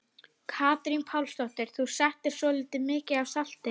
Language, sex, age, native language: Icelandic, female, 30-39, Icelandic